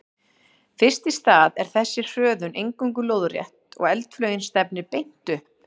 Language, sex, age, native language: Icelandic, female, 40-49, Icelandic